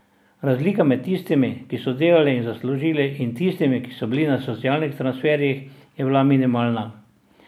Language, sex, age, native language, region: Slovenian, male, 60+, Slovenian, Drava region